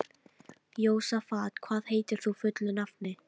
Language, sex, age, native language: Icelandic, female, 13, Icelandic